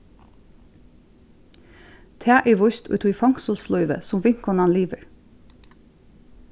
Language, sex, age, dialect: Faroese, female, 36-60, Suðurstreymoy